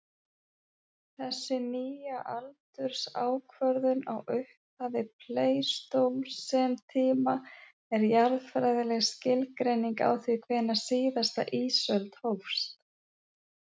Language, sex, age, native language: Icelandic, female, 40-49, Icelandic